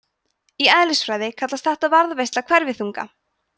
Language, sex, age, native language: Icelandic, female, 20-29, Icelandic